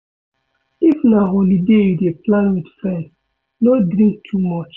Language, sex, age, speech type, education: Nigerian Pidgin, male, 30-45, read, secondary